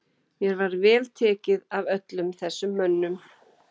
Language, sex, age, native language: Icelandic, female, 12, Icelandic